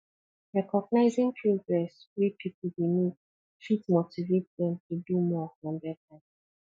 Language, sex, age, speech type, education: Nigerian Pidgin, female, 15-29, spontaneous, tertiary